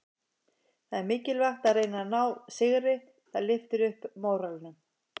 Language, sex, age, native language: Icelandic, male, 50-59, Icelandic